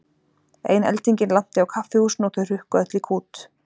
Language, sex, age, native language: Icelandic, female, 40-49, Icelandic